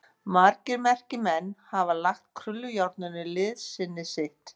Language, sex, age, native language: Icelandic, female, 50-59, Icelandic